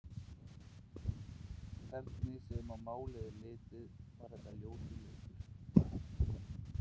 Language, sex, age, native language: Icelandic, male, 20-29, Icelandic